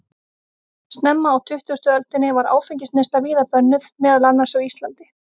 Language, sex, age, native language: Icelandic, female, 30-39, Icelandic